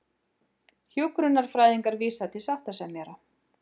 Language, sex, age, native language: Icelandic, female, 50-59, Icelandic